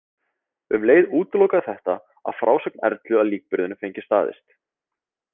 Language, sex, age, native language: Icelandic, male, 30-39, Icelandic